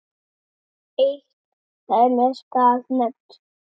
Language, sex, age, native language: Icelandic, male, 7, Icelandic